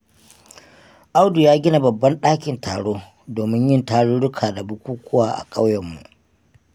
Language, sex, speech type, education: Hausa, male, spontaneous, tertiary